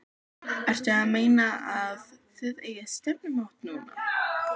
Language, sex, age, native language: Icelandic, other, 12, Icelandic